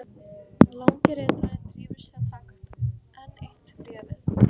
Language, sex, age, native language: Icelandic, female, 12, Icelandic